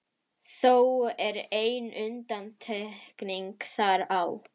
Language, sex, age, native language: Icelandic, female, 12, Icelandic